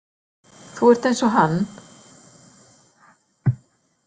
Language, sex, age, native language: Icelandic, female, 60-69, Icelandic